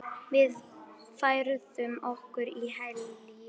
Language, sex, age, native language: Icelandic, female, 9, Icelandic